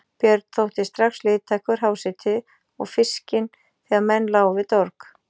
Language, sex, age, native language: Icelandic, female, 40-49, Icelandic